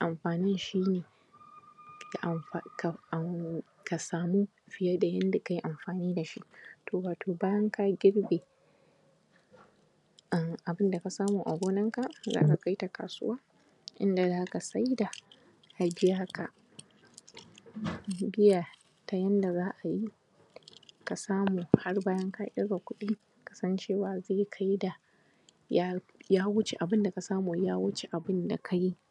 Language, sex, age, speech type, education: Hausa, female, 15-29, spontaneous, primary